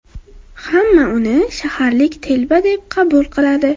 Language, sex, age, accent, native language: Uzbek, female, under 19, Andijon, Uzbek